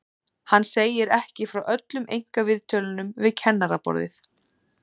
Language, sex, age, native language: Icelandic, female, 30-39, Icelandic